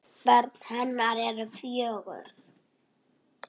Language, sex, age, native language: Icelandic, female, 10, Icelandic